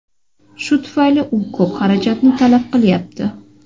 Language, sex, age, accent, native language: Uzbek, female, 25-34, Toshkent shahri, Uzbek